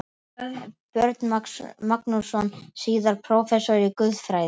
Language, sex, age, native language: Icelandic, male, 12, Icelandic